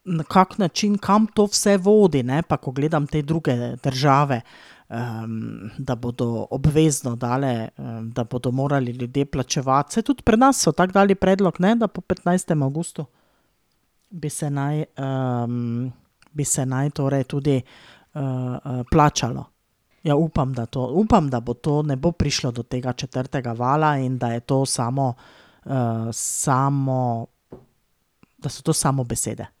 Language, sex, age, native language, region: Slovenian, female, 30-49, Slovenian, Drava region